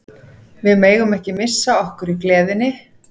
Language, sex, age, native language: Icelandic, female, 40-49, Icelandic